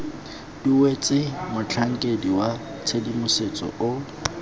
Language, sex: Tswana, male